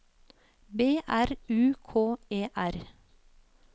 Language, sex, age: Norwegian, female, 36